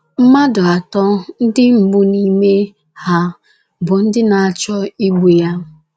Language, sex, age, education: Igbo, female, 15-29, tertiary